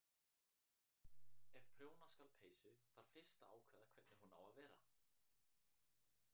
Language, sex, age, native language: Icelandic, male, 18-19, Icelandic